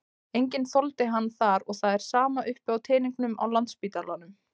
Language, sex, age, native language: Icelandic, female, 20-29, Icelandic